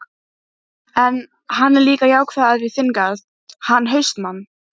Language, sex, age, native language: Icelandic, female, 12, Icelandic